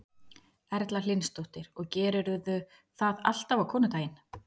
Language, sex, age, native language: Icelandic, female, 30-39, Icelandic